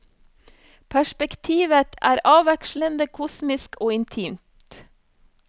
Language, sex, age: Norwegian, female, 34